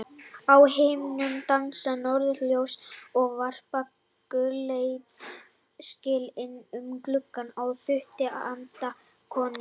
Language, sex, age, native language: Icelandic, male, 30-39, Icelandic